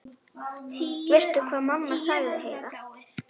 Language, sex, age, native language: Icelandic, female, 9, Icelandic